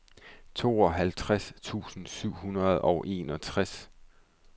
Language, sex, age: Danish, male, 31